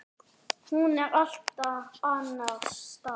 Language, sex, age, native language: Icelandic, male, 10, Icelandic